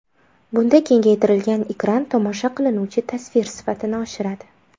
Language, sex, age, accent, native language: Uzbek, female, 19-29, Samarqand, Uzbek